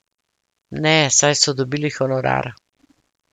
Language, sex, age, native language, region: Slovenian, female, 50-59, Slovenian, Central Slovenia